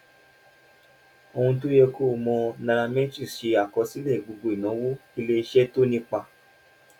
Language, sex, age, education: Yoruba, male, 15-29, tertiary